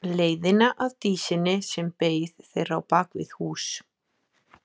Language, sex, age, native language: Icelandic, female, 20-29, Icelandic